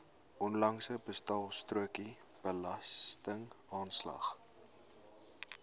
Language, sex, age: Afrikaans, male, 20